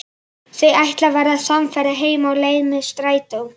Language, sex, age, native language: Icelandic, male, 11, Icelandic